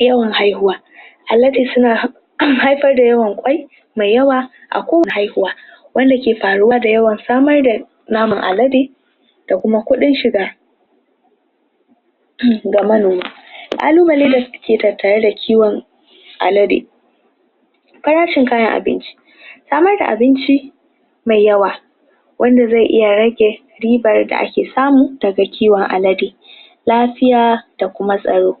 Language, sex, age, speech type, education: Hausa, female, 46-60, spontaneous, tertiary